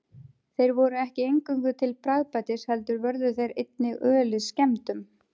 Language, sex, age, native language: Icelandic, female, 30-39, Icelandic